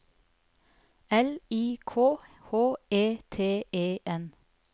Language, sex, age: Norwegian, female, 30